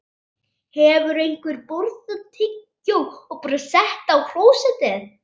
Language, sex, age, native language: Icelandic, female, 8, Icelandic